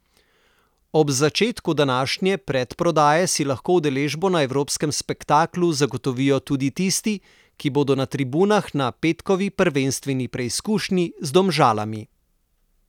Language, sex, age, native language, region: Slovenian, male, 30-49, Slovenian, Southeast Slovenia